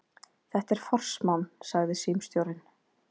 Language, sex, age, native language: Icelandic, female, 20-29, Icelandic